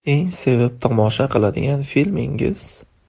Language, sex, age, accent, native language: Uzbek, male, 18-24, Andijon, Uzbek